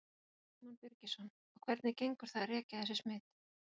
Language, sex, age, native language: Icelandic, female, 40-49, Icelandic